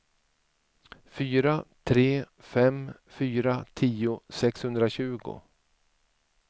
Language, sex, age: Swedish, male, 47